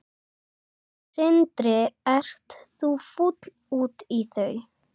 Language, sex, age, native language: Icelandic, other, 11, Icelandic